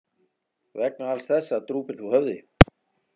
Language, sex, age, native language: Icelandic, male, 40-49, Icelandic